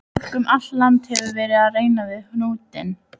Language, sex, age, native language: Icelandic, female, 12, Icelandic